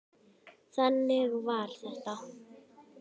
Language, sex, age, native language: Icelandic, female, 10, Icelandic